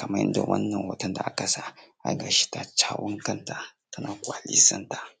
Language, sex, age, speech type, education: Hausa, male, 15-29, spontaneous, secondary